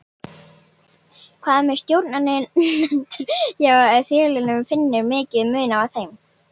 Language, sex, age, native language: Icelandic, female, 18-19, Icelandic